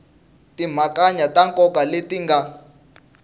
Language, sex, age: Tsonga, male, 19